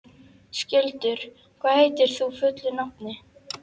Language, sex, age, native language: Icelandic, female, 11, Icelandic